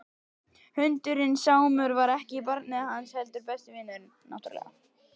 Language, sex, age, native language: Icelandic, male, 11, Icelandic